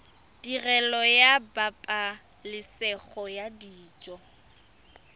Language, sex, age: Tswana, female, 23